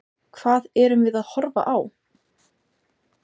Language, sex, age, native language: Icelandic, female, 20-29, Icelandic